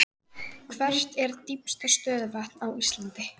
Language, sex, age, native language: Icelandic, female, 18-19, Icelandic